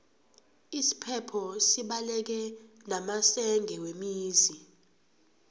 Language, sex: South Ndebele, female